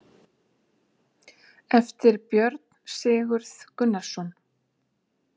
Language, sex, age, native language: Icelandic, female, 40-49, Icelandic